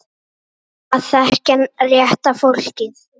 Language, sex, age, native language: Icelandic, female, 9, Icelandic